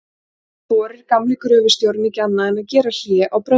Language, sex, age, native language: Icelandic, female, 40-49, Icelandic